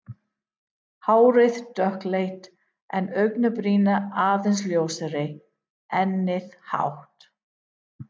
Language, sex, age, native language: Icelandic, female, 50-59, English